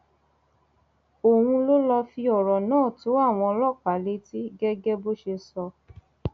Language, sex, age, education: Yoruba, female, 30-45, tertiary